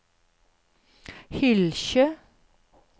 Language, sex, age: Norwegian, female, 52